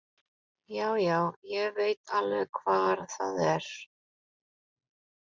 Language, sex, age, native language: Icelandic, female, 40-49, Polish